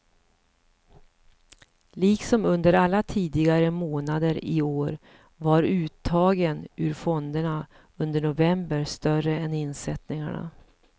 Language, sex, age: Swedish, female, 54